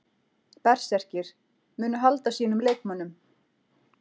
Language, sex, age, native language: Icelandic, female, 40-49, Icelandic